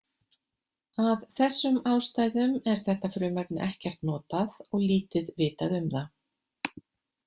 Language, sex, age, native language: Icelandic, female, 50-59, Icelandic